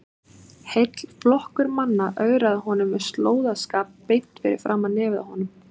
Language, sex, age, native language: Icelandic, female, 30-39, Icelandic